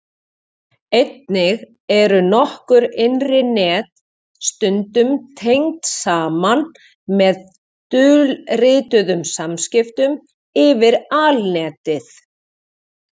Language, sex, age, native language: Icelandic, female, 40-49, Icelandic